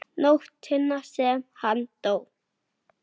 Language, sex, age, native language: Icelandic, male, 8, Icelandic